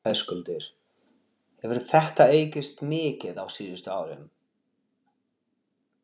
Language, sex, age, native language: Icelandic, male, 40-49, Portuguese